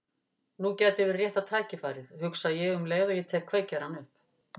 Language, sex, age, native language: Icelandic, female, 50-59, Icelandic